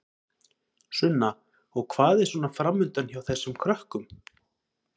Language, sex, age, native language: Icelandic, male, 30-39, Icelandic